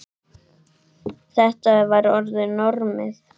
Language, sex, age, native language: Icelandic, male, 8, Icelandic